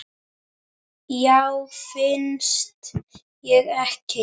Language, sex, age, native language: Icelandic, male, 9, Icelandic